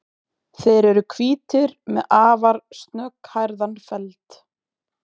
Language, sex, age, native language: Icelandic, female, 20-29, Icelandic